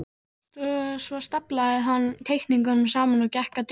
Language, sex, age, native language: Icelandic, female, 13, Icelandic